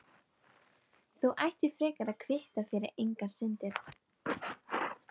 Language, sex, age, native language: Icelandic, female, 12, Icelandic